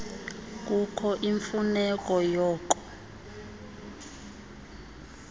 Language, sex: Xhosa, female